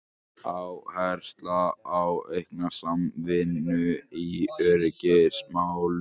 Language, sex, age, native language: Icelandic, male, 18-19, Icelandic